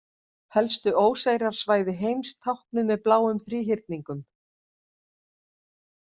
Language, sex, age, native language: Icelandic, female, 50-59, Icelandic